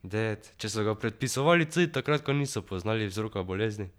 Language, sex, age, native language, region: Slovenian, male, 12-17, Slovenian, Drava region